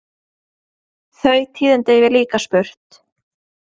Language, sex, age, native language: Icelandic, female, 20-29, Norwegian